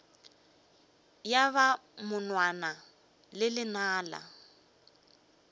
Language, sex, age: Northern Sotho, female, 23